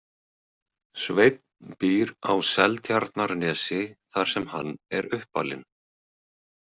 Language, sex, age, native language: Icelandic, male, 20-29, Icelandic